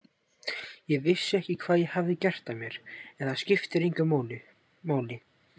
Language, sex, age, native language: Icelandic, male, 18-19, Icelandic